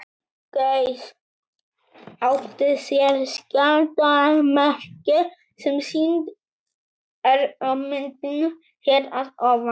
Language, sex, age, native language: Icelandic, male, 18-19, Icelandic